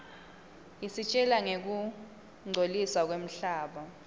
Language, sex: Swati, female